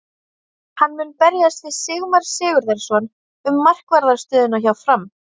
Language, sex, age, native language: Icelandic, female, 30-39, Icelandic